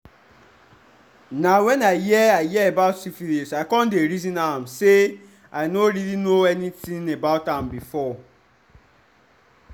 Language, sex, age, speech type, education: Nigerian Pidgin, male, 15-29, spontaneous, tertiary